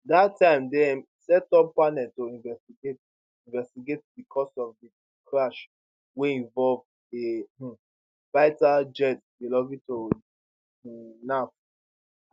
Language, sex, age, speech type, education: Nigerian Pidgin, male, 15-29, spontaneous, tertiary